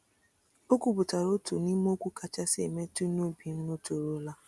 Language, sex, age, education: Igbo, female, 30-45, tertiary